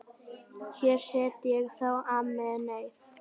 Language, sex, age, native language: Icelandic, female, 9, Icelandic